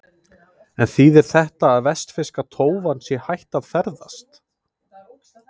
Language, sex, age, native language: Icelandic, male, 30-39, Icelandic